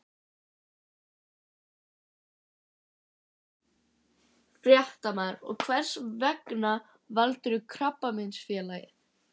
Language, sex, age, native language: Icelandic, other, 11, Icelandic